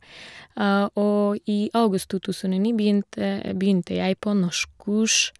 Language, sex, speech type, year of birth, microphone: Norwegian, female, spontaneous, 1988, Shure